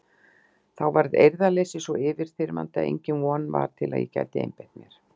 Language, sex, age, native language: Icelandic, female, 60-69, Icelandic